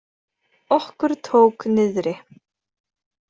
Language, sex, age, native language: Icelandic, female, 30-39, Icelandic